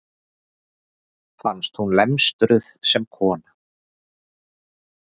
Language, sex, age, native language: Icelandic, male, 40-49, Icelandic